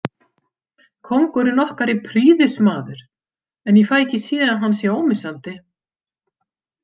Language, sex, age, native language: Icelandic, female, 50-59, Icelandic